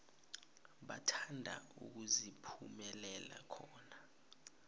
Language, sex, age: South Ndebele, male, 20